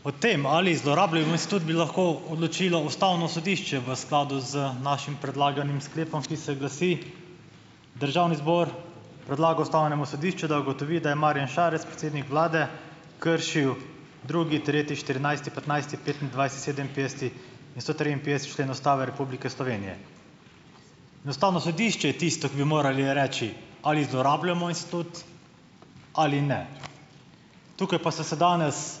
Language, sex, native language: Slovenian, male, Slovenian